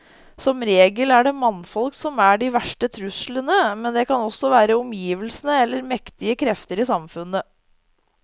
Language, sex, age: Norwegian, female, 30